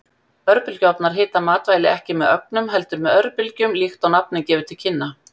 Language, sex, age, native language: Icelandic, female, 50-59, Icelandic